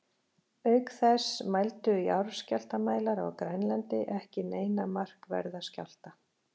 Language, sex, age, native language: Icelandic, female, 40-49, Icelandic